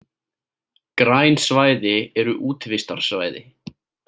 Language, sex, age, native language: Icelandic, male, 18-19, Icelandic